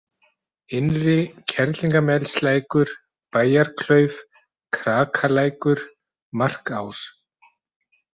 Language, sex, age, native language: Icelandic, male, 40-49, Icelandic